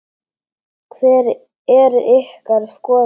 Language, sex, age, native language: Icelandic, male, 8, Icelandic